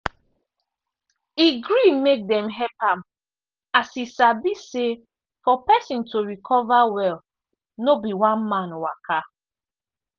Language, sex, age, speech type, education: Nigerian Pidgin, female, 15-29, spontaneous, tertiary